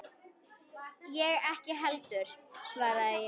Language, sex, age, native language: Icelandic, female, 10, Icelandic